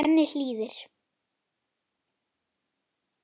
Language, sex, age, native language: Icelandic, female, 8, Icelandic